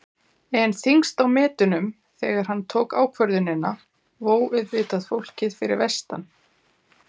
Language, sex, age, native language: Icelandic, female, 40-49, Icelandic